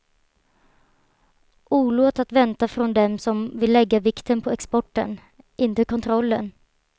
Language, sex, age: Swedish, female, 23